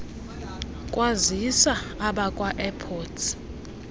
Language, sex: Xhosa, female